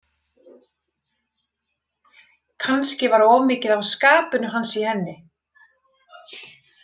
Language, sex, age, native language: Icelandic, female, 30-39, Icelandic